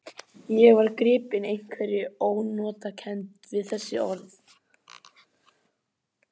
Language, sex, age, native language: Icelandic, male, 11, Icelandic